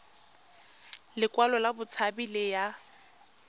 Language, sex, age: Tswana, female, 22